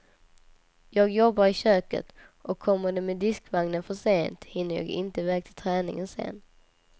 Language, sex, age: Swedish, female, 19